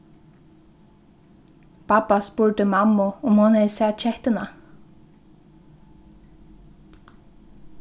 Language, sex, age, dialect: Faroese, female, 15-35, Norðurstreymoy/Eysturoy